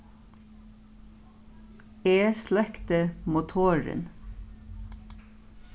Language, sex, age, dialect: Faroese, female, 36-60, Norðurstreymoy/Eysturoy